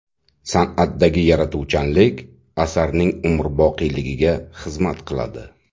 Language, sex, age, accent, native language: Uzbek, male, 35+, Buxoro, Uzbek